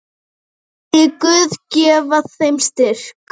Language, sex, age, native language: Icelandic, female, 10, Icelandic